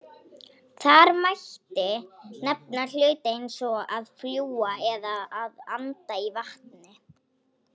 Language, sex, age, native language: Icelandic, female, 18-19, Polish